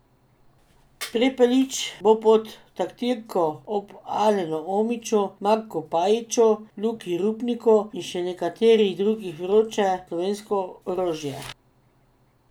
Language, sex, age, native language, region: Slovenian, female, 50-59, Slovenian, Drava region